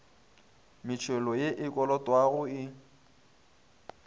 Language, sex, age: Northern Sotho, male, 20